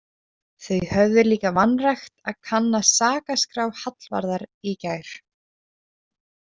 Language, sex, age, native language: Icelandic, female, 20-29, Icelandic